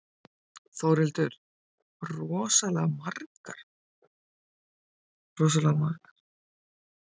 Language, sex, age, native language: Icelandic, female, 50-59, Icelandic